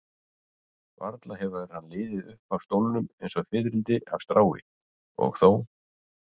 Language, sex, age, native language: Icelandic, male, 40-49, Icelandic